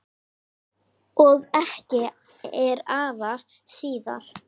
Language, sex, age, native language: Icelandic, female, 10, Icelandic